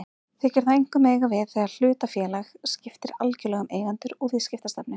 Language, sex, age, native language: Icelandic, female, 30-39, Icelandic